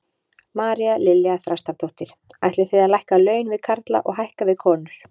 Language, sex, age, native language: Icelandic, female, 30-39, Icelandic